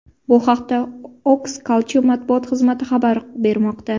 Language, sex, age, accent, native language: Uzbek, female, 18-24, Buxoro, Uzbek